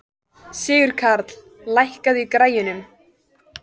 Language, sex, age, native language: Icelandic, female, 14, Icelandic